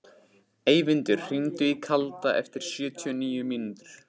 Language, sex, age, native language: Icelandic, male, 15, Icelandic